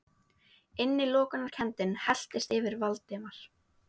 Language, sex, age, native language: Icelandic, female, 18-19, Icelandic